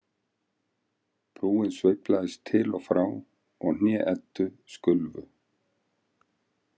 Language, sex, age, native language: Icelandic, male, 50-59, Icelandic